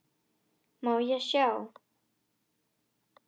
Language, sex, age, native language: Icelandic, female, 10, Icelandic